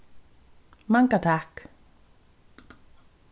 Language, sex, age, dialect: Faroese, female, 36-60, Suðurstreymoy